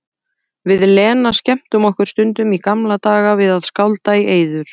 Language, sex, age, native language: Icelandic, female, 30-39, Icelandic